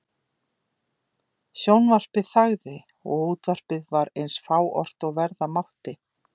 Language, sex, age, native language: Icelandic, female, 50-59, Icelandic